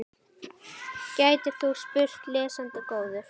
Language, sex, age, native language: Icelandic, female, 10, Icelandic